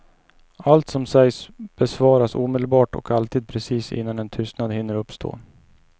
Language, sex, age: Swedish, male, 29